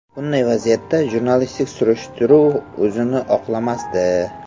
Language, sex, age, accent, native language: Uzbek, male, 18-24, Samarqand, Uzbek